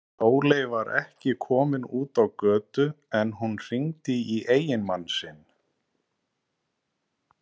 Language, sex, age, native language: Icelandic, male, 40-49, Icelandic